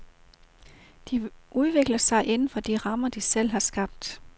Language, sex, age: Danish, female, 38